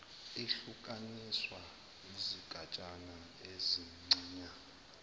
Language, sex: Zulu, male